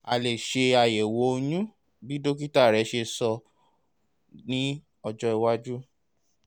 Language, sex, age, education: Yoruba, male, 30-45, tertiary